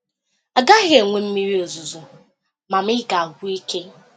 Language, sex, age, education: Igbo, female, 15-29, tertiary